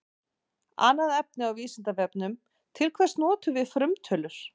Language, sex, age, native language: Icelandic, female, 40-49, Icelandic